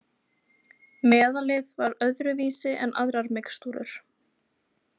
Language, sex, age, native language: Icelandic, female, 20-29, Icelandic